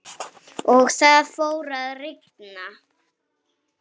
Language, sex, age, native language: Icelandic, female, 7, Icelandic